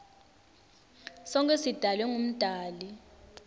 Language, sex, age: Swati, female, 19